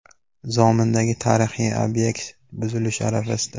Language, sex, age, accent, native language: Uzbek, male, 19-29, Namangan, Uzbek